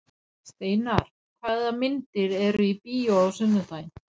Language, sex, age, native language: Icelandic, female, 60-69, Danish